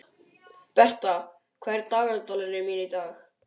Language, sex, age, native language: Icelandic, male, 12, Icelandic